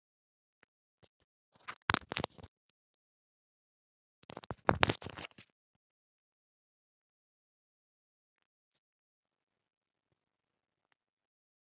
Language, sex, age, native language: Icelandic, female, 9, Icelandic